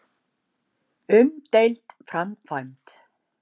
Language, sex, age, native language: Icelandic, female, 60-69, Icelandic